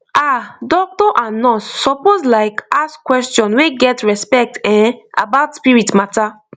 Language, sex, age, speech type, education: Nigerian Pidgin, female, 15-29, spontaneous, tertiary